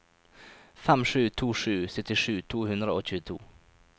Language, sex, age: Norwegian, male, 23